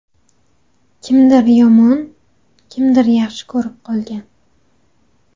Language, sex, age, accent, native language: Uzbek, female, 18-24, Xorazm, Uzbek